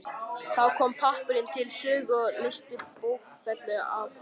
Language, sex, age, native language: Icelandic, male, 13, Icelandic